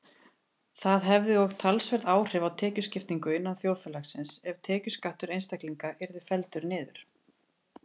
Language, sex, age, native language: Icelandic, female, 30-39, Icelandic